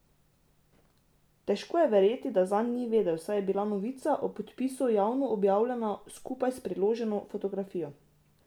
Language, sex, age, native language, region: Slovenian, female, 18-29, Slovenian, Drava region